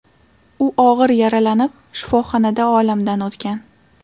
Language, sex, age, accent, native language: Uzbek, female, 18-24, Toshkent shahri, Uzbek